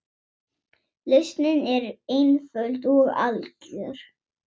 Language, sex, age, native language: Icelandic, female, 7, Swedish